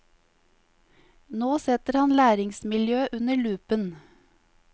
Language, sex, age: Norwegian, female, 50